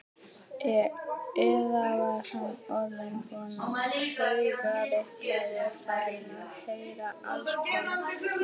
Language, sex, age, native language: Icelandic, female, 18-19, Icelandic